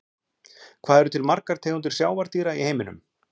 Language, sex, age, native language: Icelandic, male, 40-49, Icelandic